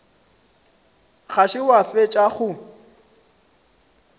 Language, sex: Northern Sotho, male